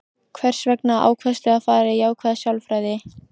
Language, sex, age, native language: Icelandic, female, 14, Icelandic